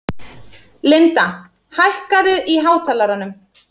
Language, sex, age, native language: Icelandic, female, 30-39, Icelandic